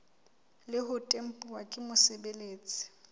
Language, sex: Southern Sotho, female